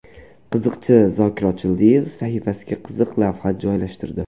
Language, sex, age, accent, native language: Uzbek, male, under 19, Andijon, Uzbek